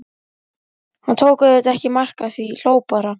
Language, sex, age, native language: Icelandic, female, 11, Icelandic